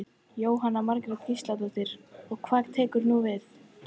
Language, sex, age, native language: Icelandic, female, 14, Icelandic